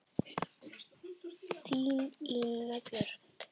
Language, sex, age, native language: Icelandic, male, 9, Icelandic